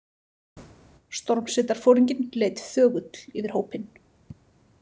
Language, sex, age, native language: Icelandic, female, 30-39, Icelandic